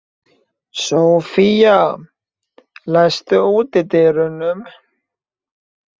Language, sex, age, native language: Icelandic, male, 20-29, Icelandic